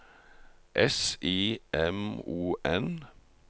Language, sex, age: Norwegian, male, 45